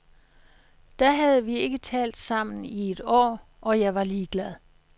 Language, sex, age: Danish, female, 66